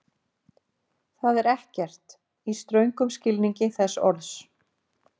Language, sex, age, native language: Icelandic, female, 50-59, Icelandic